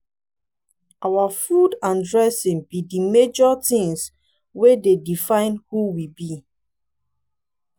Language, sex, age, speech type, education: Nigerian Pidgin, female, 15-29, spontaneous, tertiary